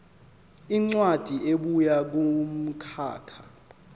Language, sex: Zulu, male